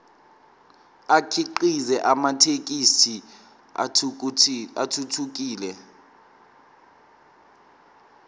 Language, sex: Zulu, male